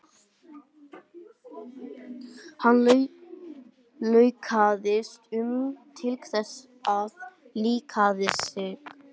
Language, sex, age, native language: Icelandic, male, 18-19, English